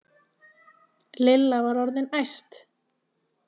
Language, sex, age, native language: Icelandic, female, 20-29, Icelandic